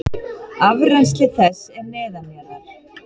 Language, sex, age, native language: Icelandic, female, 30-39, Icelandic